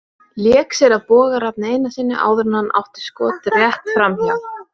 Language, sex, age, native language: Icelandic, female, 20-29, Icelandic